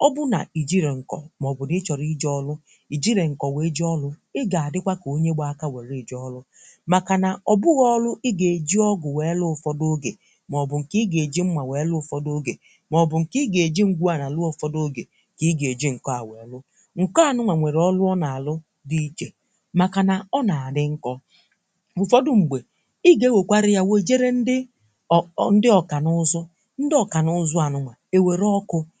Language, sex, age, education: Igbo, female, 15-29, tertiary